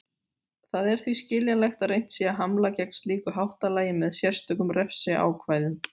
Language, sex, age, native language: Icelandic, female, 40-49, Icelandic